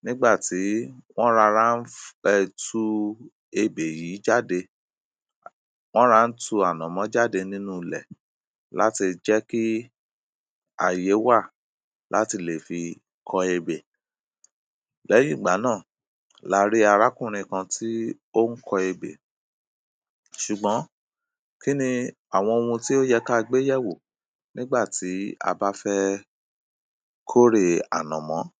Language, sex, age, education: Yoruba, male, 30-45, primary